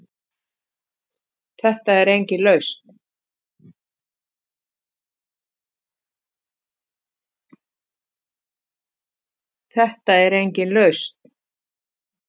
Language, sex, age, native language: Icelandic, female, 50-59, Icelandic